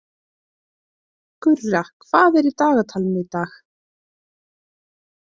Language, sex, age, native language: Icelandic, female, 30-39, Icelandic